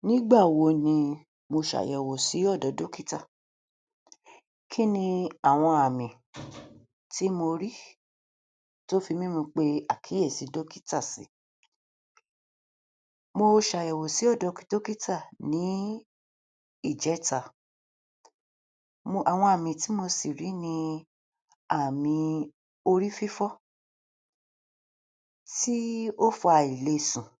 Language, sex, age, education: Yoruba, female, 30-45, tertiary